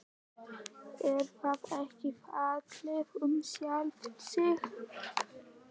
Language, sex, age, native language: Icelandic, male, 11, Icelandic